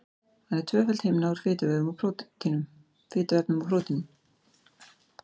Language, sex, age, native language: Icelandic, female, 40-49, Icelandic